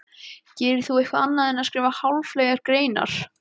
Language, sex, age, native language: Icelandic, male, 12, Icelandic